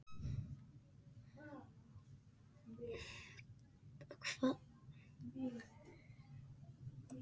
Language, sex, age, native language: Icelandic, other, 50-59, Spanish